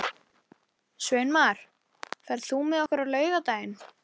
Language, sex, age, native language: Icelandic, female, 11, Icelandic